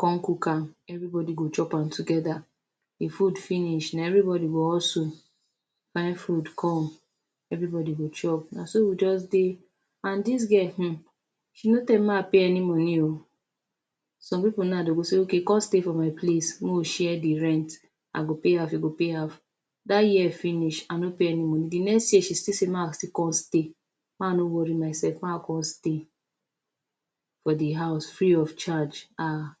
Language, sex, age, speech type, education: Nigerian Pidgin, female, 30-45, spontaneous, tertiary